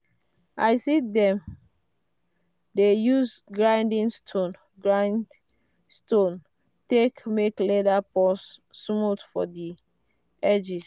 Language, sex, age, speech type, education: Nigerian Pidgin, female, 30-45, spontaneous, tertiary